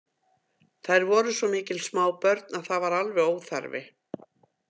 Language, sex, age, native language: Icelandic, female, 50-59, Icelandic